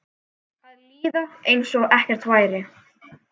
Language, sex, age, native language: Icelandic, male, 10, Icelandic